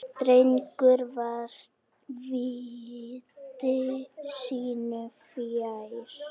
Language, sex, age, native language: Icelandic, female, 10, Icelandic